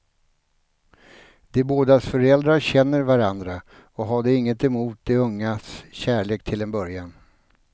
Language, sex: Swedish, male